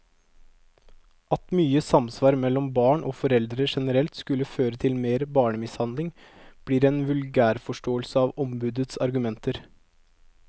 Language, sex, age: Norwegian, male, 22